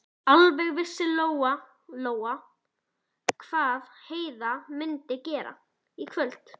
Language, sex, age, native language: Icelandic, female, 11, Icelandic